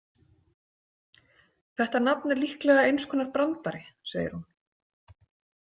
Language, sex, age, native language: Icelandic, female, 40-49, Icelandic